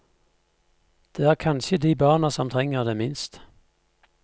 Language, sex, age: Norwegian, male, 50